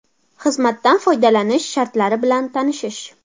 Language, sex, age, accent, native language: Uzbek, female, under 19, Farg'ona, Uzbek